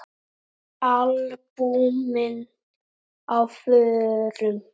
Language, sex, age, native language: Icelandic, male, 9, Icelandic